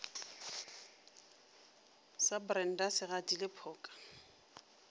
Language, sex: Northern Sotho, female